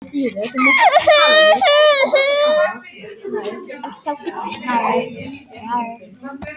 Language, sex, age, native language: Icelandic, female, 18-19, Icelandic